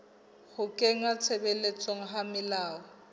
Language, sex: Southern Sotho, female